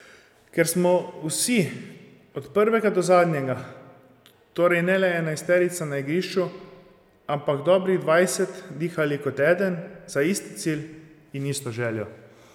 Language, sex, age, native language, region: Slovenian, male, 30-49, Slovenian, Zasavska region